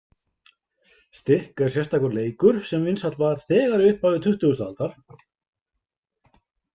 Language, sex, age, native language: Icelandic, male, 50-59, Icelandic